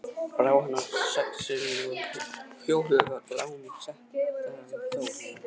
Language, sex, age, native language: Icelandic, male, 18-19, Icelandic